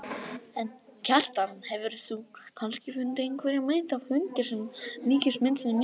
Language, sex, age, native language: Icelandic, female, 50-59, Icelandic